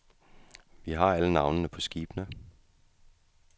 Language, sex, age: Danish, male, 35